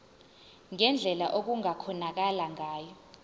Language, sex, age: Zulu, female, 20